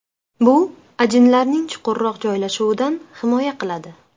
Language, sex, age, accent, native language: Uzbek, female, 25-34, Sirdaryo, Uzbek